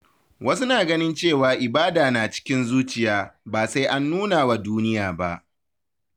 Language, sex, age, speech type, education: Hausa, male, 15-29, read, tertiary